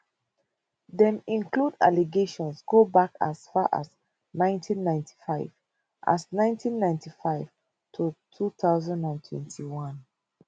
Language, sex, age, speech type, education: Nigerian Pidgin, female, 30-45, spontaneous, tertiary